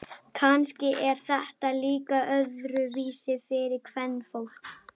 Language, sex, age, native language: Icelandic, female, 12, Icelandic